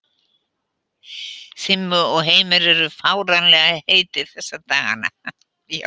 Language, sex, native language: Icelandic, female, Icelandic